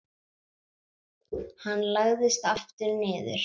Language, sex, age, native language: Icelandic, female, 7, Icelandic